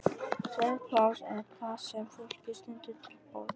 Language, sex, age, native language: Icelandic, male, 11, Vietnamese